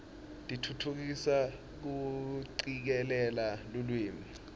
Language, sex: Swati, male